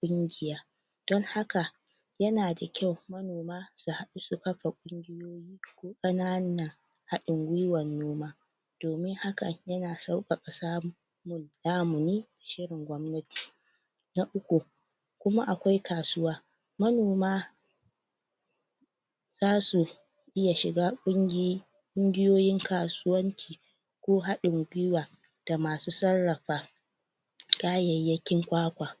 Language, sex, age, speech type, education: Hausa, female, 30-45, spontaneous, tertiary